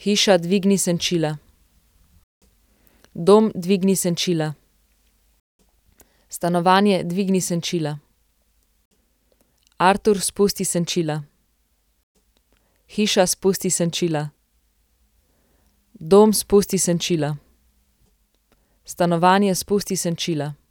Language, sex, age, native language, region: Slovenian, female, 18-29, Slovenian, Central Slovenia